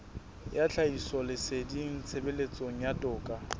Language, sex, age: Southern Sotho, male, 20